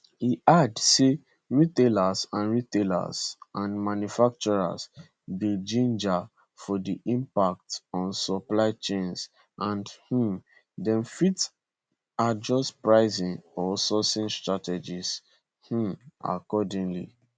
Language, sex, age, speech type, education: Nigerian Pidgin, male, 15-29, spontaneous, secondary